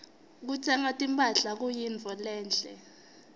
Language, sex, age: Swati, female, 20